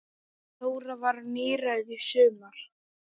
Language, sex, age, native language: Icelandic, male, 10, Icelandic